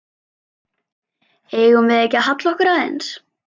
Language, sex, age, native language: Icelandic, female, 11, Icelandic